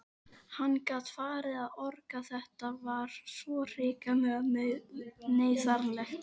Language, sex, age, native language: Icelandic, other, 12, Icelandic